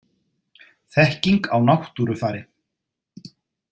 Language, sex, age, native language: Icelandic, male, 30-39, Icelandic